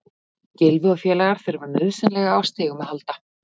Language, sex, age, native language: Icelandic, female, 40-49, Icelandic